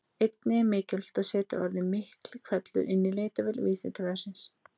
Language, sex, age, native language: Icelandic, female, 30-39, Icelandic